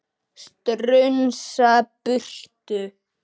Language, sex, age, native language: Icelandic, male, 9, Icelandic